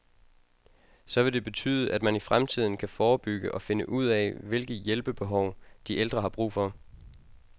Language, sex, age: Danish, male, 22